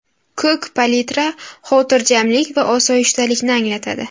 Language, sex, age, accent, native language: Uzbek, female, 18-24, Buxoro, Uzbek